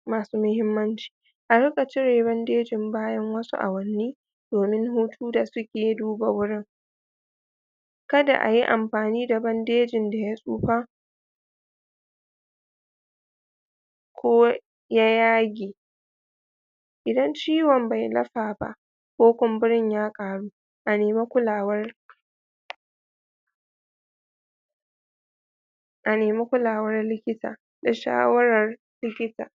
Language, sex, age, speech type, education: Hausa, female, 30-45, spontaneous, tertiary